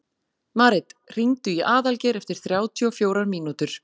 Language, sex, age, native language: Icelandic, female, 40-49, Icelandic